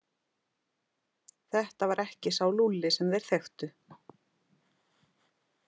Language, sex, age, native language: Icelandic, female, 50-59, Icelandic